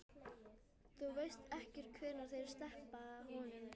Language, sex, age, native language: Icelandic, female, 11, Icelandic